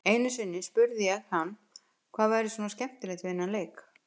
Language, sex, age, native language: Icelandic, female, 50-59, Icelandic